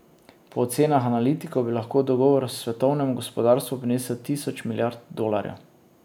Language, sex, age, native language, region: Slovenian, male, 30-49, Slovenian, Drava region